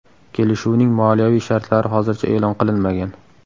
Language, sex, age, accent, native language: Uzbek, male, 18-24, Samarqand, Uzbek